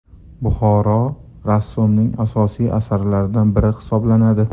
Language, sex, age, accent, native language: Uzbek, male, 35+, Farg'ona, Uzbek